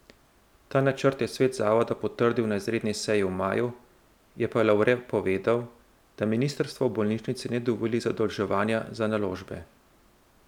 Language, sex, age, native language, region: Slovenian, male, 30-49, Slovenian, Central Slovenia